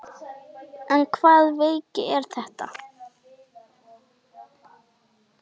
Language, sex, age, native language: Icelandic, female, 9, Icelandic